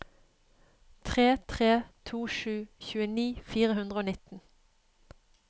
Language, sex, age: Norwegian, female, 31